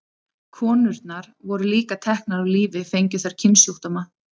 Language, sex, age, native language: Icelandic, female, 30-39, Icelandic